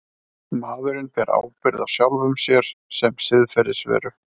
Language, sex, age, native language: Icelandic, male, 30-39, Icelandic